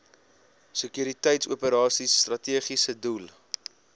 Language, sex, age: Afrikaans, male, 22